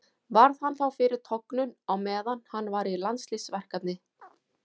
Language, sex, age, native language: Icelandic, female, 40-49, Icelandic